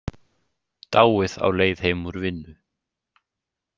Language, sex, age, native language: Icelandic, male, 18-19, Icelandic